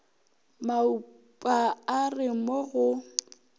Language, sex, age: Northern Sotho, female, 23